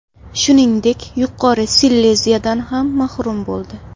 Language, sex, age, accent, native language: Uzbek, female, 18-24, Andijon, Uzbek